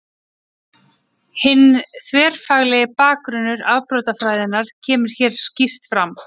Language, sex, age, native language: Icelandic, female, 30-39, Icelandic